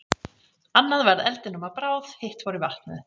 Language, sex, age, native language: Icelandic, female, 40-49, Icelandic